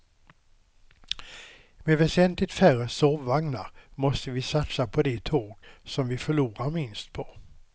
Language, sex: Swedish, male